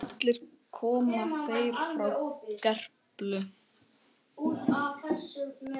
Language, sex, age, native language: Icelandic, male, 10, Icelandic